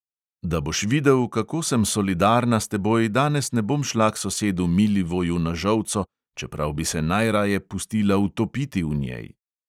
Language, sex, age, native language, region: Slovenian, male, 30-49, Slovenian, Central Slovenia